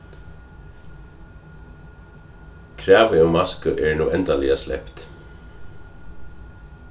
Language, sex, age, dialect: Faroese, male, 36-60, Suðurstreymoy